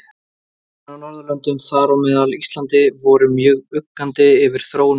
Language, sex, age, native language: Icelandic, male, 20-29, Icelandic